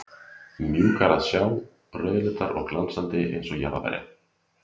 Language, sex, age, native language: Icelandic, male, 30-39, Icelandic